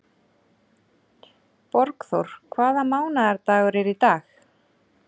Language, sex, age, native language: Icelandic, female, 30-39, Icelandic